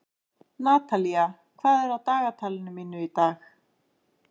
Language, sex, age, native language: Icelandic, female, 30-39, Icelandic